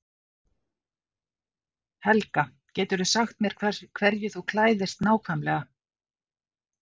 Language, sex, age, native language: Icelandic, female, 50-59, Icelandic